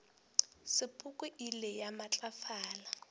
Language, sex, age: Northern Sotho, female, 18